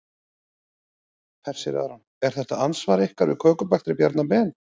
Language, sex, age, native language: Icelandic, male, 40-49, Icelandic